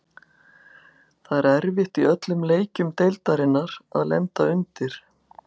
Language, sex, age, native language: Icelandic, female, 60-69, Icelandic